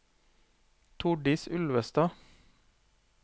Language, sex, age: Norwegian, male, 40